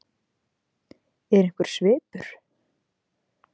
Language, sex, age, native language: Icelandic, female, 20-29, Icelandic